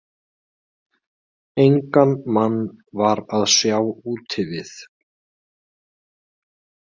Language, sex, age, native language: Icelandic, male, 20-29, Icelandic